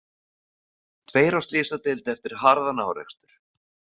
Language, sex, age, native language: Icelandic, male, 40-49, Icelandic